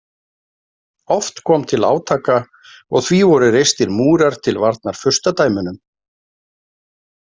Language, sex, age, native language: Icelandic, male, 40-49, Icelandic